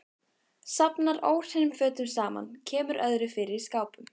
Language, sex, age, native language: Icelandic, female, 15, Icelandic